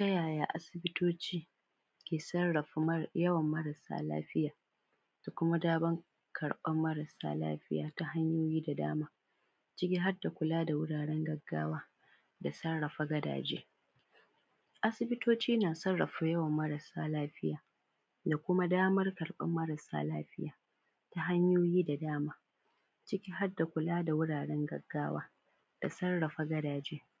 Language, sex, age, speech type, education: Hausa, female, 15-29, spontaneous, primary